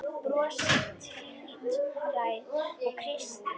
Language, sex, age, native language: Icelandic, female, 10, Icelandic